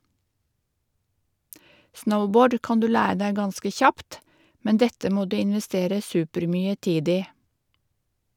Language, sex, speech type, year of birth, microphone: Norwegian, female, read, 1952, Shure